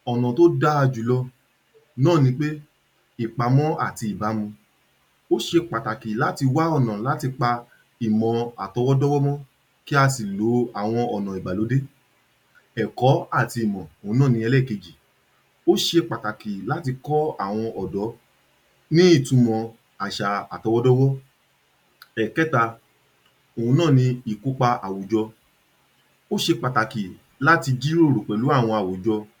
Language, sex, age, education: Yoruba, male, 30-45, tertiary